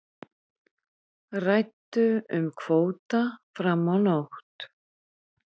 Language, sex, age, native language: Icelandic, female, 50-59, Icelandic